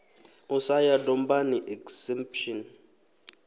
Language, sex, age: Venda, male, 23